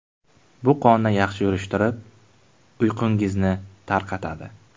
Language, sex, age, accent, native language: Uzbek, male, 18-24, Buxoro, Uzbek